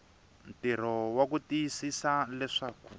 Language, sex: Tsonga, male